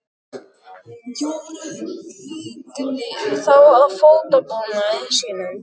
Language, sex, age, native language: Icelandic, male, 12, Icelandic